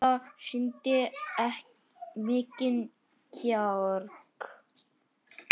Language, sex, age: Icelandic, male, 9